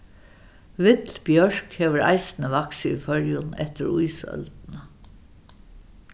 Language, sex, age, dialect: Faroese, female, 61+, Suðuroy